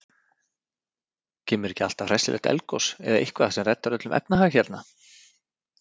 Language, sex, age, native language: Icelandic, male, 30-39, Icelandic